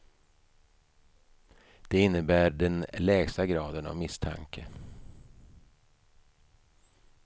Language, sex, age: Swedish, male, 55